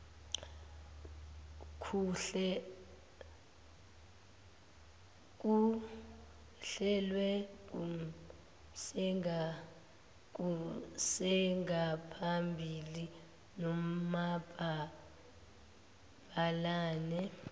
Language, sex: Zulu, female